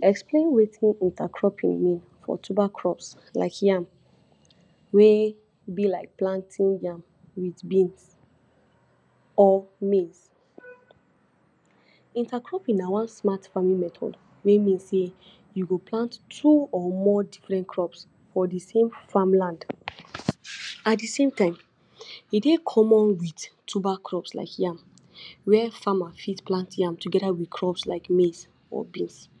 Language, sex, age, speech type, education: Nigerian Pidgin, female, 46-60, spontaneous, tertiary